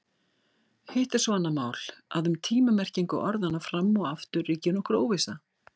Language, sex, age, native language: Icelandic, female, 60-69, Icelandic